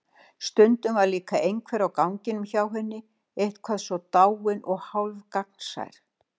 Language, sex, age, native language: Icelandic, female, 60-69, Icelandic